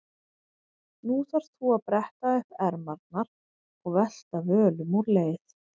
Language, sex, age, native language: Icelandic, female, 30-39, Icelandic